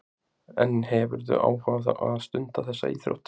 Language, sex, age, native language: Icelandic, male, 20-29, Icelandic